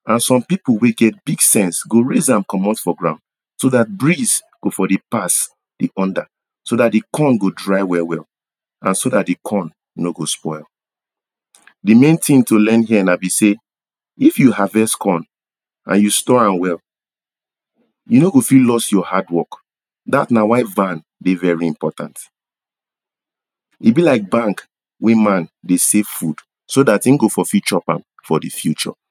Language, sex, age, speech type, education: Nigerian Pidgin, male, 30-45, spontaneous, tertiary